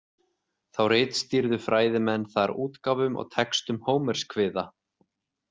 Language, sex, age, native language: Icelandic, male, 30-39, Icelandic